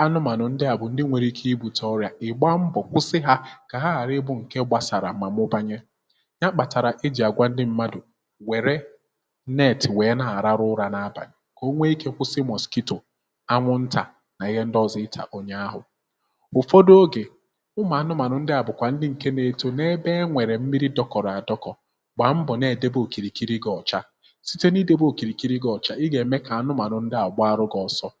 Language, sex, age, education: Igbo, male, 15-29, tertiary